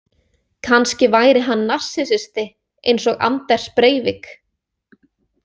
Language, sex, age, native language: Icelandic, female, 20-29, Icelandic